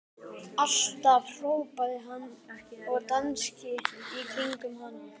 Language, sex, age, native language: Icelandic, male, 12, Icelandic